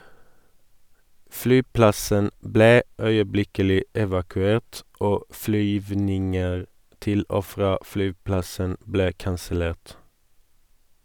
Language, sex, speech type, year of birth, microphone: Norwegian, male, read, 1981, Sennheiser